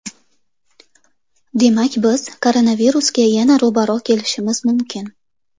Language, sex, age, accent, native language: Uzbek, female, 25-34, Toshkent shahri, Uzbek